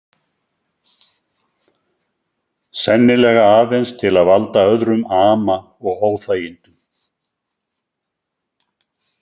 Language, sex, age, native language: Icelandic, male, 70-79, Icelandic